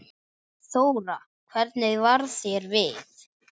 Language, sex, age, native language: Icelandic, male, 10, Icelandic